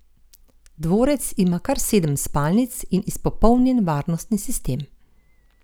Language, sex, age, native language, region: Slovenian, female, 50-59, Slovenian, Gorenjska region